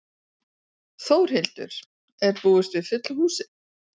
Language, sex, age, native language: Icelandic, female, 40-49, Icelandic